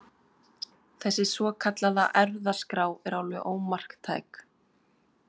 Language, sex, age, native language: Icelandic, female, 20-29, Icelandic